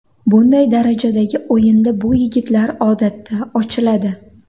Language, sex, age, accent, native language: Uzbek, female, 19-29, Andijon, Uzbek